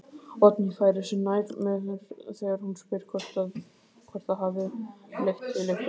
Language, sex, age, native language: Icelandic, male, 18-19, Icelandic